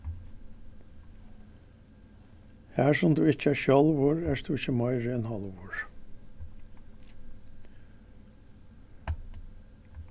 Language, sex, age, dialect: Faroese, male, 61+, Norðurstreymoy/Eysturoy